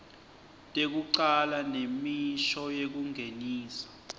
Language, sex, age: Swati, male, 20